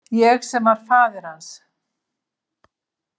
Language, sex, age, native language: Icelandic, female, 70-79, Icelandic